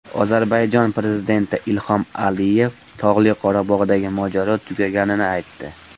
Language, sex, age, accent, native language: Uzbek, male, 18-24, Farg'ona, Uzbek